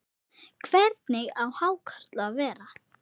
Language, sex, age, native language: Icelandic, female, 8, Icelandic